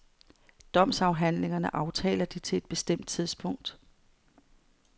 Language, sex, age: Danish, female, 55